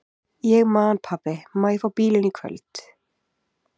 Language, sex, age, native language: Icelandic, female, 20-29, Icelandic